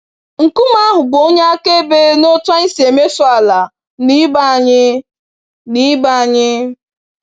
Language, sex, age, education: Igbo, female, 15-29, tertiary